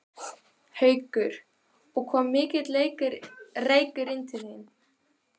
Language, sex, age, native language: Icelandic, female, 12, Icelandic